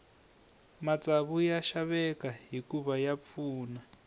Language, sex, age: Tsonga, male, 21